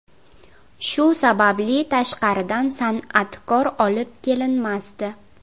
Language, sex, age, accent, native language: Uzbek, female, 18-24, Navoiy, Uzbek